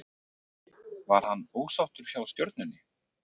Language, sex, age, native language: Icelandic, male, 40-49, Icelandic